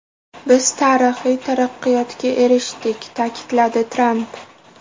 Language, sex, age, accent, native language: Uzbek, female, 18-24, Toshkent viloyati, Uzbek